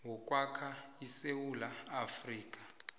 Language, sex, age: South Ndebele, male, 20